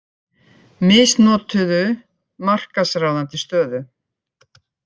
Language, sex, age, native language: Icelandic, female, 50-59, Icelandic